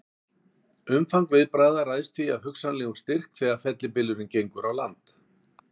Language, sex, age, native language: Icelandic, male, 60-69, Icelandic